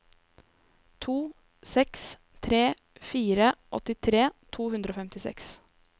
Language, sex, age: Norwegian, female, 23